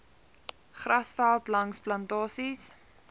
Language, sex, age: Afrikaans, female, 20